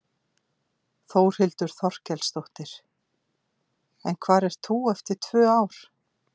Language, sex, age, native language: Icelandic, female, 50-59, Icelandic